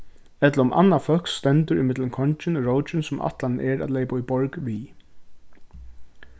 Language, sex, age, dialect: Faroese, male, 15-35, Suðurstreymoy